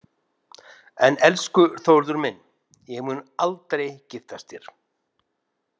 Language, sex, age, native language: Icelandic, male, 50-59, Icelandic